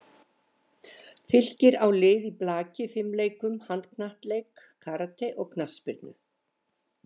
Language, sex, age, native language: Icelandic, female, 70-79, Icelandic